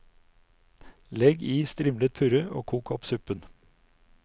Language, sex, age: Norwegian, male, 59